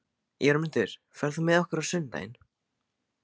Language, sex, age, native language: Icelandic, male, 15, Icelandic